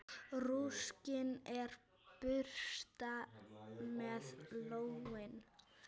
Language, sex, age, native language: Icelandic, female, 9, Icelandic